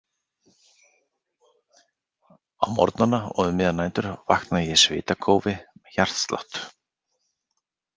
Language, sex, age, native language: Icelandic, male, 40-49, Icelandic